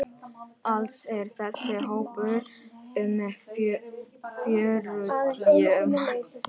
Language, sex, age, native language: Icelandic, female, 14, Icelandic